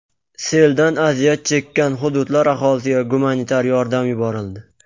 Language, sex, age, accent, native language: Uzbek, male, 19-29, Qashqadaryo, Uzbek